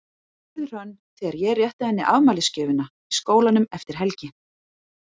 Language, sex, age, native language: Icelandic, female, 40-49, Icelandic